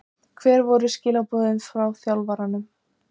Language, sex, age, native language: Icelandic, female, 14, Icelandic